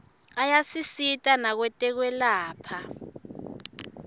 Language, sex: Swati, female